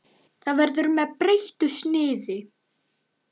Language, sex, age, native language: Icelandic, male, 9, Icelandic